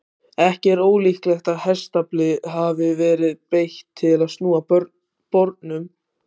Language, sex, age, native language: Icelandic, male, 18-19, Icelandic